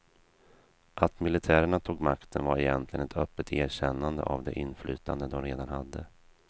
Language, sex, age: Swedish, male, 32